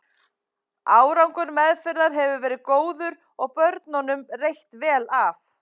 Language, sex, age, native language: Icelandic, female, 30-39, Icelandic